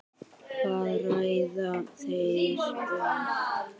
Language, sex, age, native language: Icelandic, female, 60-69, Icelandic